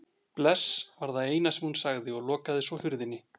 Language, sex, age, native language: Icelandic, male, 40-49, Icelandic